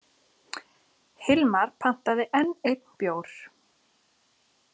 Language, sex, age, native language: Icelandic, female, 30-39, Icelandic